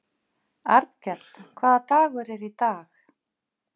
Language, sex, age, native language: Icelandic, female, 50-59, Icelandic